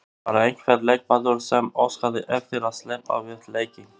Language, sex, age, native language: Icelandic, male, 40-49, Albanian